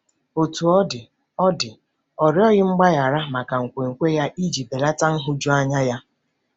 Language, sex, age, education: Igbo, female, 30-45, tertiary